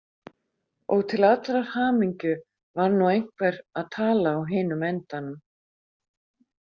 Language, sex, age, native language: Icelandic, female, 50-59, Icelandic